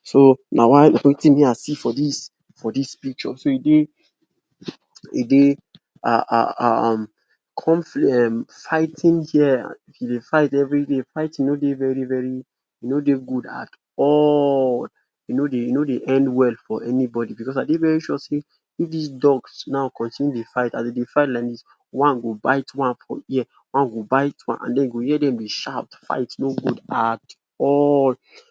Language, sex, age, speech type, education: Nigerian Pidgin, male, 46-60, spontaneous, tertiary